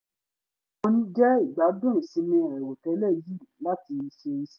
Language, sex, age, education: Yoruba, male, 15-29, tertiary